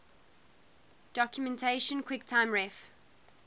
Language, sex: English, female